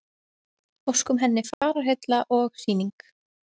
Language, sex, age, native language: Icelandic, female, 20-29, Icelandic